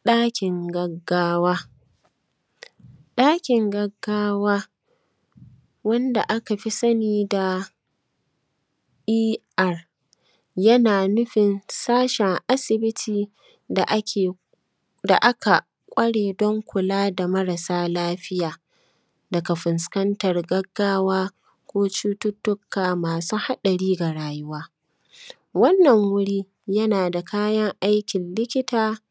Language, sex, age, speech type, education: Hausa, female, 30-45, spontaneous, primary